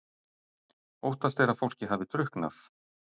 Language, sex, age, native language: Icelandic, male, 60-69, Icelandic